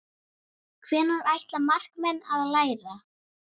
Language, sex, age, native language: Icelandic, female, 7, Icelandic